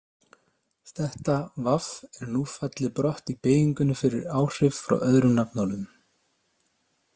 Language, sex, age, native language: Icelandic, male, 30-39, Icelandic